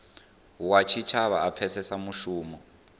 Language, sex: Venda, male